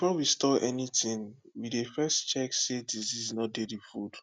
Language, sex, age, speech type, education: Nigerian Pidgin, male, 15-29, spontaneous, tertiary